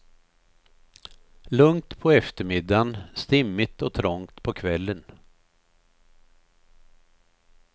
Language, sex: Swedish, male